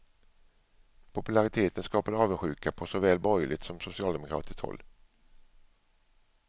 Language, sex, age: Swedish, male, 47